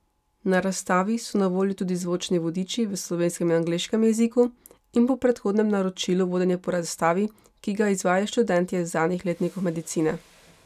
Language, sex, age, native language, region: Slovenian, female, 18-29, Slovenian, Pomurje region